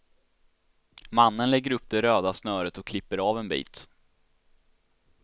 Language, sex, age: Swedish, male, 16